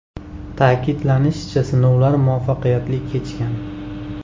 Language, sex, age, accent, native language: Uzbek, male, 18-24, Andijon, Uzbek